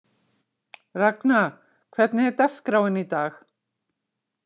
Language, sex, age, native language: Icelandic, female, 60-69, Icelandic